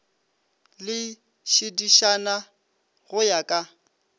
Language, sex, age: Northern Sotho, male, 25